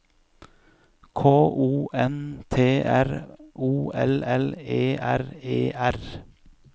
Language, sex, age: Norwegian, male, 41